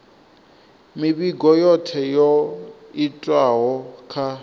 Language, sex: Venda, male